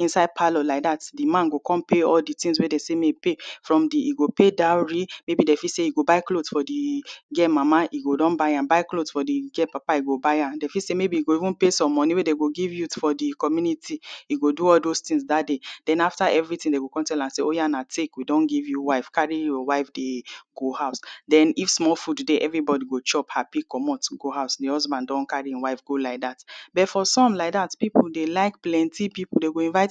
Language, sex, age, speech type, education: Nigerian Pidgin, female, 30-45, spontaneous, tertiary